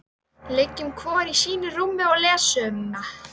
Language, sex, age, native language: Icelandic, female, 13, Icelandic